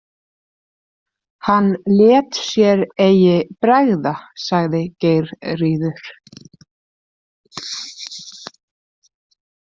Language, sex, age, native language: Icelandic, female, 30-39, Icelandic